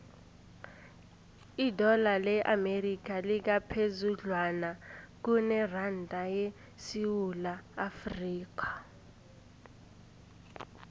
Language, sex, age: South Ndebele, female, 20